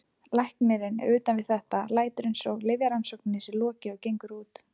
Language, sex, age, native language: Icelandic, female, 20-29, Icelandic